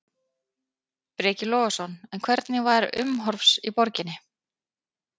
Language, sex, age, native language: Icelandic, female, 30-39, Icelandic